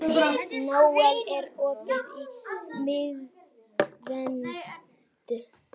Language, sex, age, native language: Icelandic, female, 18-19, Icelandic